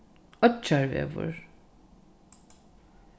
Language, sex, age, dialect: Faroese, female, 36-60, Norðurstreymoy/Eysturoy